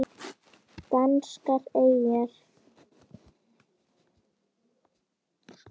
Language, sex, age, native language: Icelandic, female, 10, Icelandic